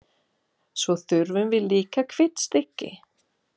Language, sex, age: Icelandic, female, 40-49